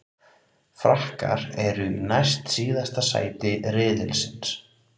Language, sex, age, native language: Icelandic, male, 30-39, Icelandic